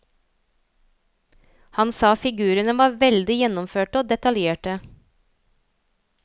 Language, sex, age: Norwegian, female, 27